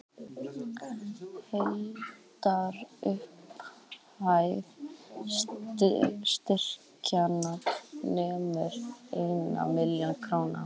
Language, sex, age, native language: Icelandic, female, 18-19, Icelandic